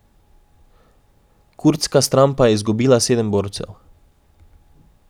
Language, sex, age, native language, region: Slovenian, male, 18-29, Slovenian, Drava region